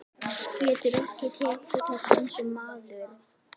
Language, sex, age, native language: Icelandic, female, 11, Icelandic